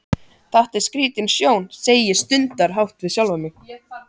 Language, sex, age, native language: Icelandic, male, 14, Icelandic